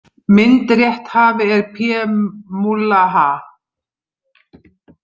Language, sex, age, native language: Icelandic, female, 50-59, Icelandic